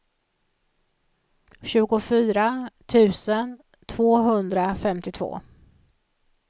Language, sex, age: Swedish, female, 56